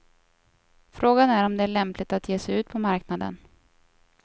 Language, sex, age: Swedish, female, 24